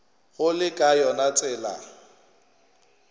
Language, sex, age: Northern Sotho, male, 21